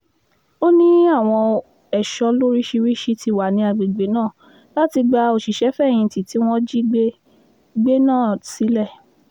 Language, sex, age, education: Yoruba, female, 15-29, tertiary